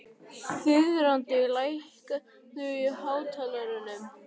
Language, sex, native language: Icelandic, male, Icelandic